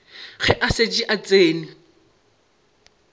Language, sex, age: Northern Sotho, male, 22